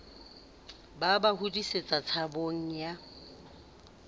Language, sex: Southern Sotho, female